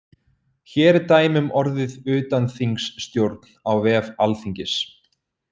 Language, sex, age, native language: Icelandic, male, 30-39, Icelandic